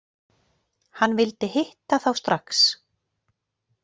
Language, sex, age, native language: Icelandic, female, 40-49, Icelandic